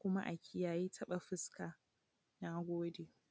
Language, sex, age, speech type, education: Hausa, female, 15-29, spontaneous, tertiary